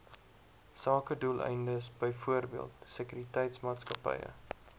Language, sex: Afrikaans, male